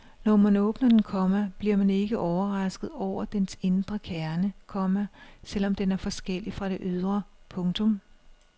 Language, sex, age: Danish, female, 56